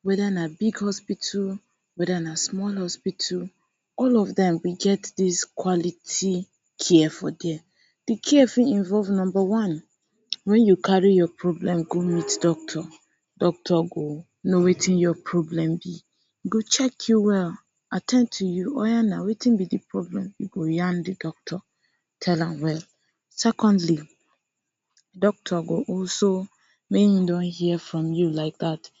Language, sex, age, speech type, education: Nigerian Pidgin, female, 15-29, spontaneous, tertiary